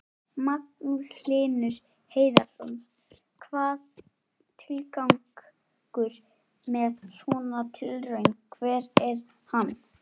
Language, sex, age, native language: Icelandic, female, 40-49, Icelandic